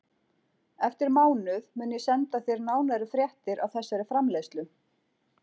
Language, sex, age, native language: Icelandic, female, 40-49, Icelandic